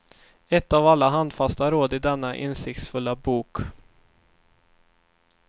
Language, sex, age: Swedish, male, 24